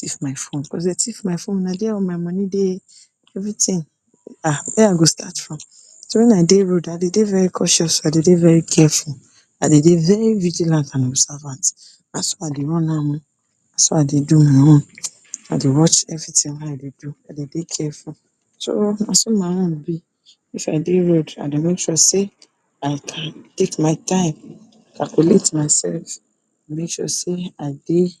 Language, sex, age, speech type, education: Nigerian Pidgin, female, 46-60, spontaneous, tertiary